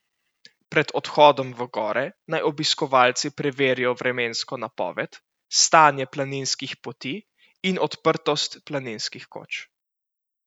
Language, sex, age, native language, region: Slovenian, male, 18-29, Slovenian, Central Slovenia